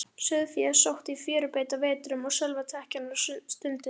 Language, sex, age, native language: Icelandic, female, 11, Icelandic